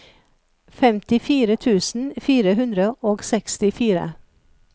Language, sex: Norwegian, female